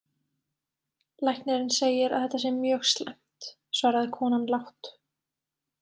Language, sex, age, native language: Icelandic, female, 20-29, Icelandic